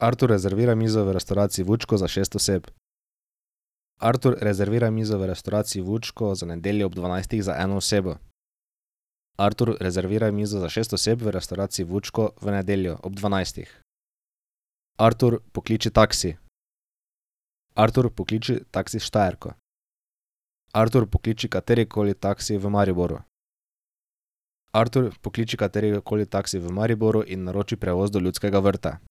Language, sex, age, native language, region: Slovenian, male, 18-29, Slovenian, Drava region